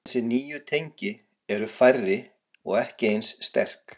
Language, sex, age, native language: Icelandic, male, 40-49, Icelandic